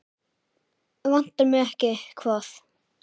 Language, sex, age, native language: Icelandic, female, 7, Icelandic